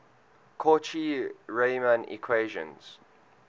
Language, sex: English, male